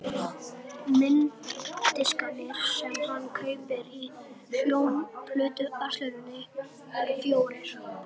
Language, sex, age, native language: Icelandic, male, 11, Icelandic